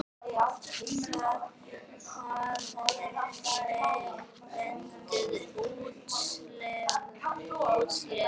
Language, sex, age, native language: Icelandic, female, 11, Icelandic